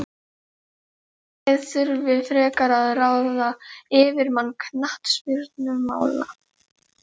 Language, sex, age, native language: Icelandic, female, 40-49, Icelandic